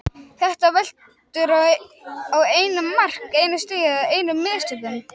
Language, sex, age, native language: Icelandic, male, 18-19, Icelandic